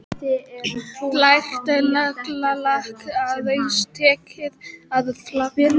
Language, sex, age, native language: Icelandic, female, 12, Icelandic